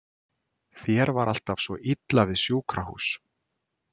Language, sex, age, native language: Icelandic, male, 40-49, Icelandic